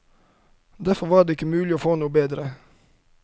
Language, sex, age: Norwegian, male, 31